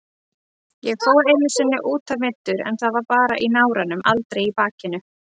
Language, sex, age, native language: Icelandic, female, 30-39, Icelandic